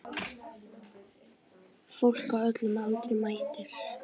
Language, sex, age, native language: Icelandic, female, 10, Icelandic